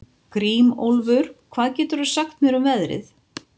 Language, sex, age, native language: Icelandic, female, 50-59, Icelandic